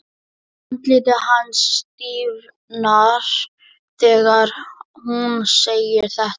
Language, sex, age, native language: Icelandic, male, 11, Icelandic